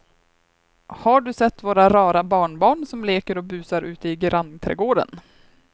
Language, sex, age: Swedish, female, 23